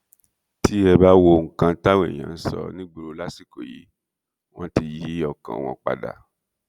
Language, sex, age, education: Yoruba, male, 46-60, tertiary